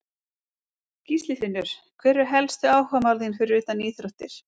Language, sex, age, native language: Icelandic, female, 30-39, Icelandic